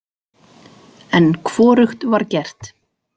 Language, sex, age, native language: Icelandic, female, 40-49, Icelandic